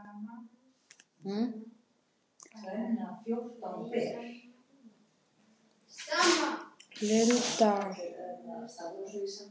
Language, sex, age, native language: Icelandic, male, 9, Polish